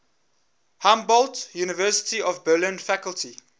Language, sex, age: English, male, 21